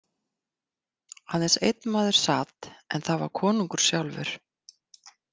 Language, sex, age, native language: Icelandic, female, 50-59, Icelandic